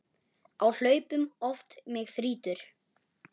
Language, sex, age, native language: Icelandic, male, 9, Icelandic